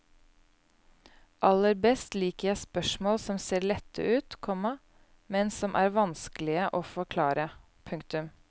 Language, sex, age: Norwegian, female, 29